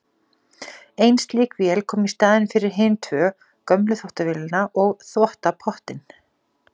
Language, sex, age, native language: Icelandic, female, 40-49, Icelandic